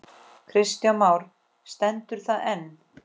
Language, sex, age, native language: Icelandic, female, 10, Icelandic